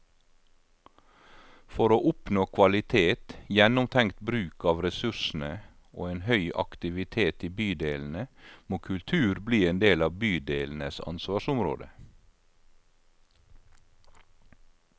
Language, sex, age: Norwegian, male, 52